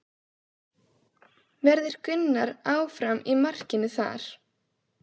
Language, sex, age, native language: Icelandic, female, 16, Icelandic